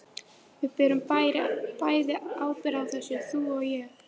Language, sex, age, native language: Icelandic, female, 13, Icelandic